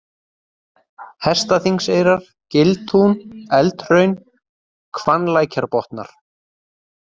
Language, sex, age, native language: Icelandic, male, 30-39, Icelandic